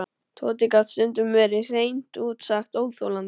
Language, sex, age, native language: Icelandic, male, 12, Icelandic